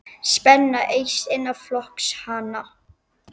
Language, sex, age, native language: Icelandic, female, 10, Icelandic